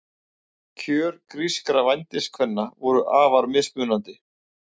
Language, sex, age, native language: Icelandic, male, 40-49, Icelandic